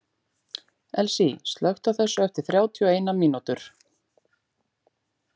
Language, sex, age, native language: Icelandic, female, 40-49, Icelandic